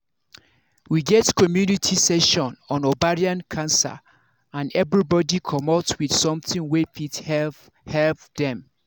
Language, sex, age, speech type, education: Nigerian Pidgin, male, 30-45, spontaneous, tertiary